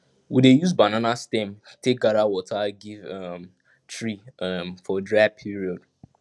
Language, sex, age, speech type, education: Nigerian Pidgin, male, 15-29, spontaneous, secondary